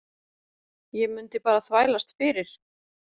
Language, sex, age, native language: Icelandic, female, 40-49, Icelandic